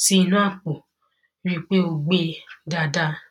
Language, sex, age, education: Yoruba, female, 15-29, secondary